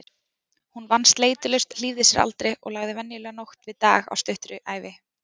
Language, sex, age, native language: Icelandic, female, 20-29, Icelandic